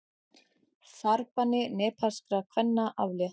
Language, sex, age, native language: Icelandic, female, 40-49, Icelandic